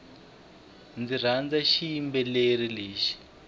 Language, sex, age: Tsonga, male, 23